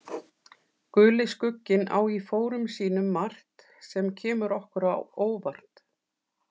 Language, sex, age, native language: Icelandic, female, 40-49, Icelandic